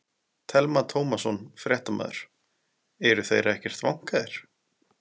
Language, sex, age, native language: Icelandic, male, 20-29, Icelandic